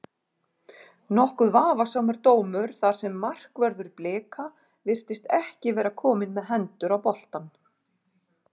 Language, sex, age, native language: Icelandic, female, 40-49, Icelandic